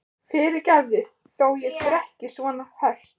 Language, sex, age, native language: Icelandic, female, 15, Icelandic